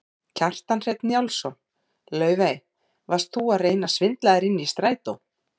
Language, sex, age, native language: Icelandic, female, 40-49, Icelandic